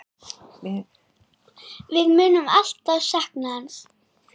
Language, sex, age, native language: Icelandic, female, 9, Icelandic